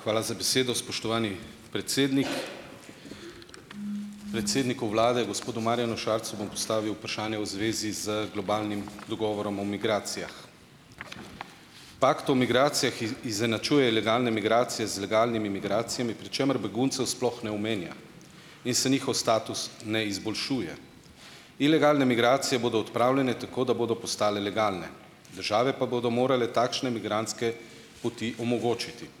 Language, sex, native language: Slovenian, male, Slovenian